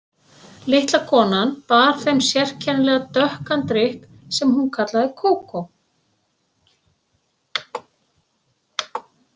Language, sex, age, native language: Icelandic, female, 60-69, Icelandic